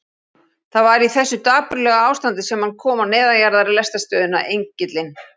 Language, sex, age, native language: Icelandic, female, 40-49, Icelandic